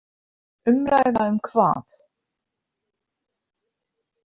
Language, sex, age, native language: Icelandic, female, 50-59, Icelandic